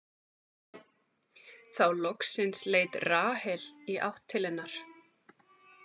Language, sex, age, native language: Icelandic, female, 40-49, Icelandic